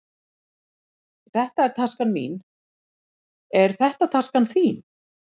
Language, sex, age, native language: Icelandic, female, 40-49, Icelandic